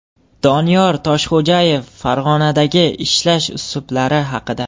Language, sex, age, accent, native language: Uzbek, male, 18-24, Jizzax, Uzbek